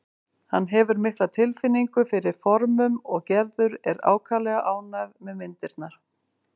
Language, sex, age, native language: Icelandic, female, 50-59, Icelandic